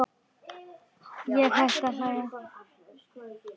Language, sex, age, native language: Icelandic, male, 8, Icelandic